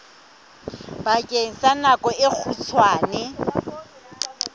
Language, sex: Southern Sotho, female